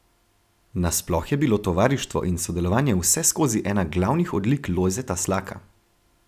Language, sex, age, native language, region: Slovenian, male, 18-29, Slovenian, Gorenjska region